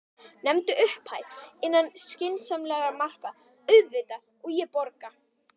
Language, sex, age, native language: Icelandic, female, 11, Icelandic